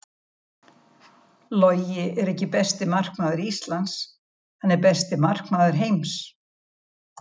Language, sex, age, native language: Icelandic, female, 70-79, Icelandic